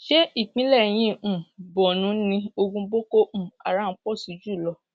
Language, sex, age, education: Yoruba, female, 46-60, secondary